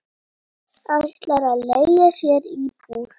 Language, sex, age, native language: Icelandic, female, 7, Icelandic